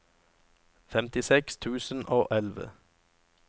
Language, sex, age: Norwegian, male, 37